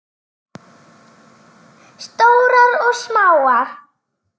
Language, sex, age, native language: Icelandic, male, 9, Icelandic